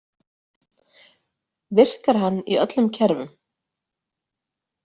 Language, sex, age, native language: Icelandic, female, 30-39, Icelandic